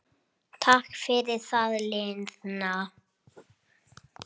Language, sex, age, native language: Icelandic, male, 8, Icelandic